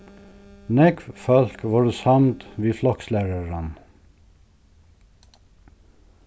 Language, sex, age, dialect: Faroese, male, 61+, Suðurstreymoy